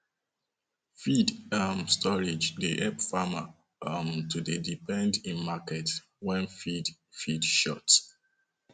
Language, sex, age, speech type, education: Nigerian Pidgin, male, 30-45, spontaneous, tertiary